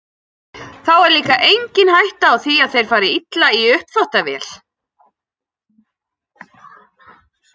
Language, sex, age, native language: Icelandic, female, 40-49, Icelandic